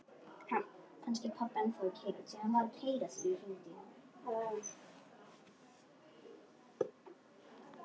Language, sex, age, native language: Icelandic, female, 10, Icelandic